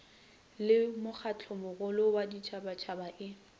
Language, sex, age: Northern Sotho, female, 21